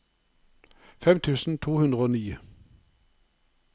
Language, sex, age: Norwegian, male, 59